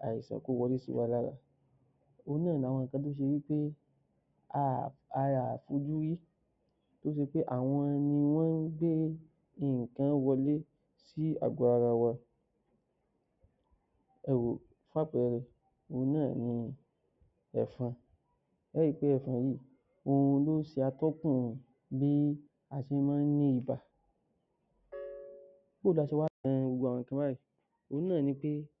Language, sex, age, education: Yoruba, male, 30-45, tertiary